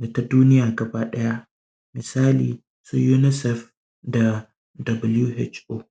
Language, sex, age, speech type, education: Hausa, male, 30-45, spontaneous, primary